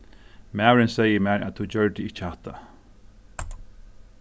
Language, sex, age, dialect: Faroese, male, 36-60, Suðurstreymoy